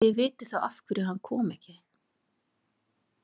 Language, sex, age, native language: Icelandic, female, 40-49, Icelandic